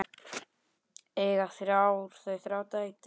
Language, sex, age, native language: Icelandic, male, 10, Icelandic